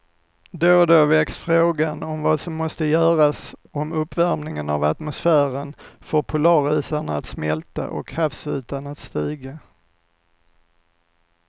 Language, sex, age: Swedish, male, 45